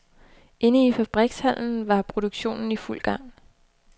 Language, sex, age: Danish, female, 29